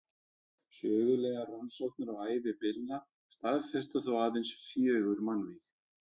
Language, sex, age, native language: Icelandic, male, 30-39, Icelandic